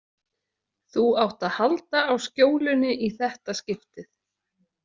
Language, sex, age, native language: Icelandic, female, 30-39, Icelandic